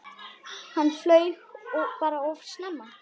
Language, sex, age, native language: Icelandic, female, 10, Icelandic